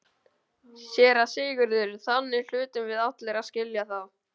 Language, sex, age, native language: Icelandic, male, 12, Icelandic